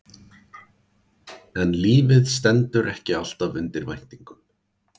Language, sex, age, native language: Icelandic, male, 40-49, Icelandic